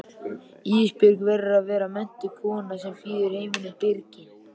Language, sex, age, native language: Icelandic, male, 13, Icelandic